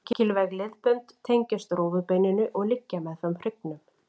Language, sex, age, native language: Icelandic, female, 40-49, Icelandic